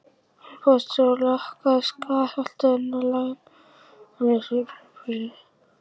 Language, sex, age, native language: Icelandic, male, 11, Icelandic